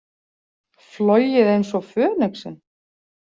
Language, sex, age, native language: Icelandic, female, 40-49, Icelandic